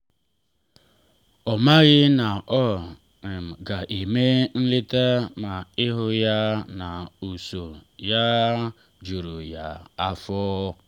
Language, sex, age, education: Igbo, male, 30-45, tertiary